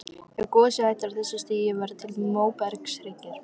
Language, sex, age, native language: Icelandic, female, 13, Icelandic